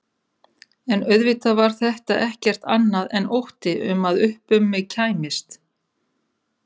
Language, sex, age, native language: Icelandic, female, 30-39, Icelandic